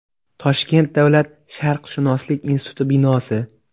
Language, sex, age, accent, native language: Uzbek, male, 18-24, Xorazm, Uzbek